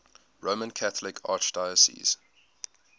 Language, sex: English, male